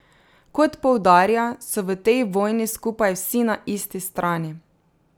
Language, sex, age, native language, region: Slovenian, female, 30-49, Slovenian, Drava region